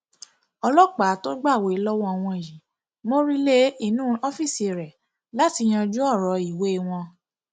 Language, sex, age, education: Yoruba, female, 30-45, tertiary